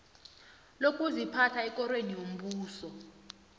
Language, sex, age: South Ndebele, female, 20